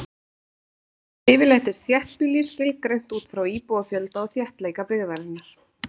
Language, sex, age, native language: Icelandic, female, 30-39, Icelandic